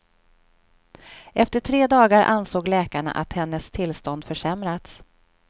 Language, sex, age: Swedish, female, 46